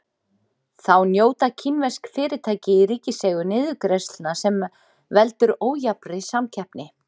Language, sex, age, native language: Icelandic, female, 40-49, Icelandic